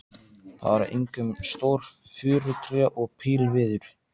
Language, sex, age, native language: Icelandic, male, 14, Icelandic